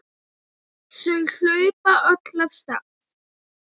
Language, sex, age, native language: Icelandic, female, 8, Icelandic